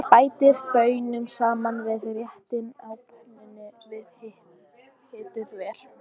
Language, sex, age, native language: Icelandic, female, 14, Icelandic